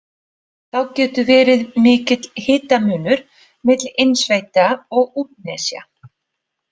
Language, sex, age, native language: Icelandic, female, 40-49, Icelandic